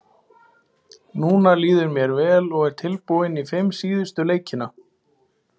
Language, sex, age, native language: Icelandic, male, 20-29, Icelandic